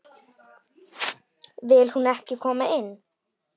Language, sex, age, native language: Icelandic, female, 10, Icelandic